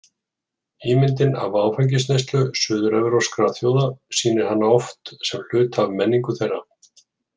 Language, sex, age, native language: Icelandic, male, 40-49, Icelandic